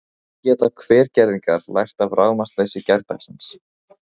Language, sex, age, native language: Icelandic, male, 15, Icelandic